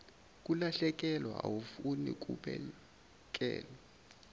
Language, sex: Zulu, male